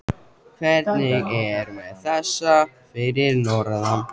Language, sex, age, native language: Icelandic, male, 14, Icelandic